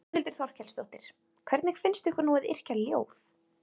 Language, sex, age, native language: Icelandic, female, 30-39, Icelandic